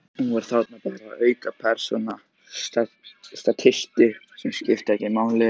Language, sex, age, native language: Icelandic, male, 14, Icelandic